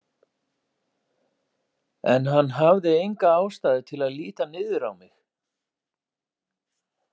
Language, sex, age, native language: Icelandic, male, 40-49, Icelandic